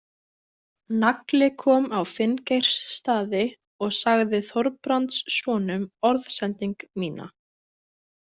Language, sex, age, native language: Icelandic, female, 20-29, Icelandic